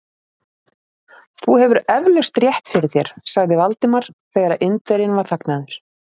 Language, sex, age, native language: Icelandic, female, 30-39, Icelandic